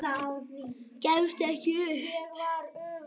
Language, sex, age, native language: Icelandic, male, 8, Icelandic